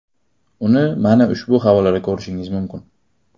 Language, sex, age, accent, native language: Uzbek, male, 18-24, Qashqadaryo, Uzbek